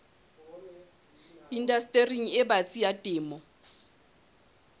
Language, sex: Southern Sotho, male